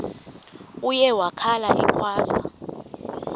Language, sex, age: Xhosa, female, 23